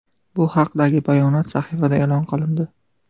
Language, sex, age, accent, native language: Uzbek, male, 12-17, Farg'ona, Uzbek